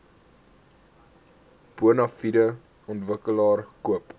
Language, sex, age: Afrikaans, male, 18